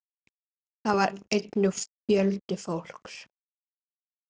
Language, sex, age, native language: Icelandic, female, 9, Icelandic